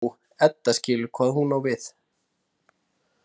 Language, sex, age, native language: Icelandic, male, 30-39, Icelandic